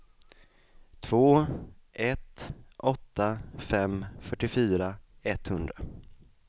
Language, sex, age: Swedish, male, 20